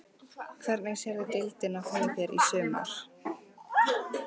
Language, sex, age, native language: Icelandic, female, 14, Icelandic